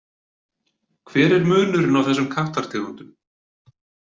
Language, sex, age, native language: Icelandic, male, 40-49, Icelandic